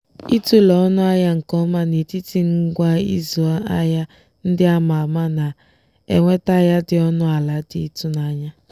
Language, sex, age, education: Igbo, female, 15-29, tertiary